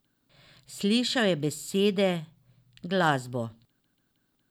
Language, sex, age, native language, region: Slovenian, female, 50-59, Slovenian, Drava region